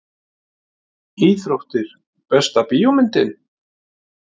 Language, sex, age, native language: Icelandic, male, 50-59, Icelandic